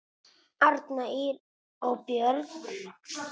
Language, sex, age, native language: Icelandic, male, 8, Italian